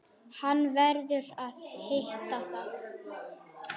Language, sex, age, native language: Icelandic, male, 9, Icelandic